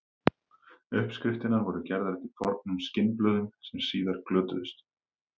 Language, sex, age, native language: Icelandic, male, 30-39, Icelandic